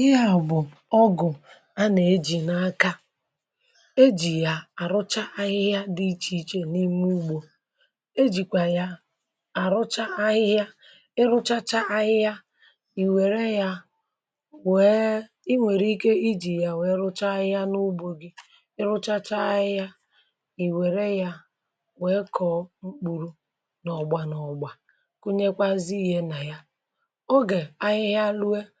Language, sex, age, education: Igbo, male, 46-60, tertiary